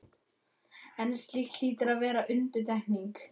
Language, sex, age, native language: Icelandic, male, 11, Icelandic